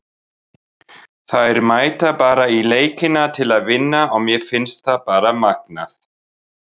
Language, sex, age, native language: Icelandic, male, 40-49, Icelandic